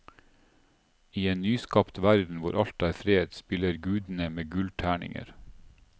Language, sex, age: Norwegian, male, 47